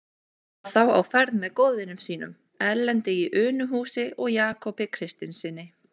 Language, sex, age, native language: Icelandic, female, 20-29, Icelandic